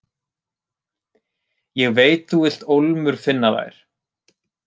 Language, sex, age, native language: Icelandic, male, 30-39, Icelandic